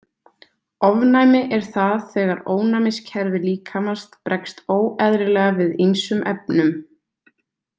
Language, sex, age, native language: Icelandic, female, 20-29, Icelandic